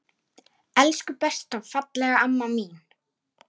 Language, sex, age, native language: Icelandic, female, 10, Icelandic